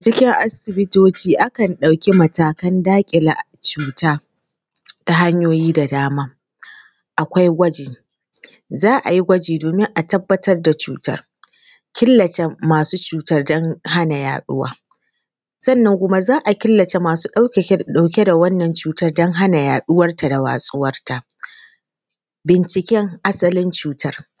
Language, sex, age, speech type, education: Hausa, female, 15-29, spontaneous, tertiary